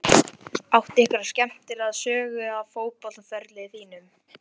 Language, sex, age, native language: Icelandic, male, 11, Icelandic